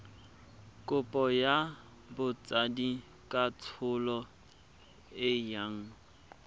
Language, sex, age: Tswana, male, 24